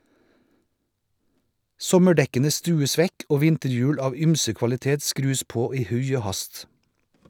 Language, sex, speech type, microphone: Norwegian, male, read, Shure